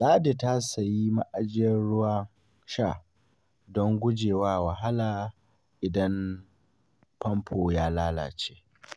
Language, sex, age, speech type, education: Hausa, male, 15-29, spontaneous, secondary